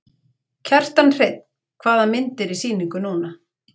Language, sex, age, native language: Icelandic, female, 40-49, Icelandic